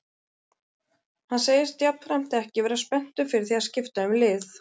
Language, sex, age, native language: Icelandic, female, 30-39, Icelandic